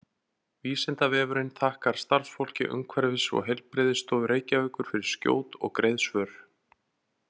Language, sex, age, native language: Icelandic, male, 40-49, Icelandic